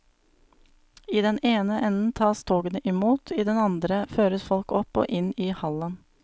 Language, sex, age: Norwegian, female, 35